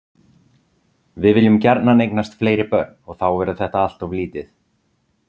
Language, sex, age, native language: Icelandic, male, 30-39, Icelandic